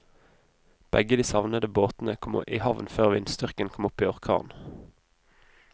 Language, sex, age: Norwegian, male, 20